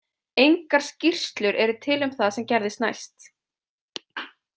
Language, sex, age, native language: Icelandic, female, 20-29, Icelandic